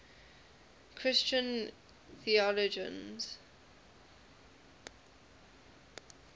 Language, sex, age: English, female, 20